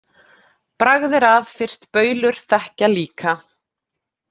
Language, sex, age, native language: Icelandic, female, 30-39, Icelandic